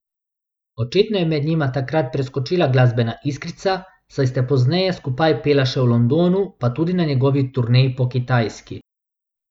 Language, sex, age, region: Slovenian, male, 18-29, Abroad